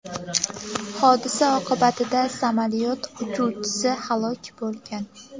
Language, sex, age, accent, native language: Uzbek, female, 18-24, Namangan, Uzbek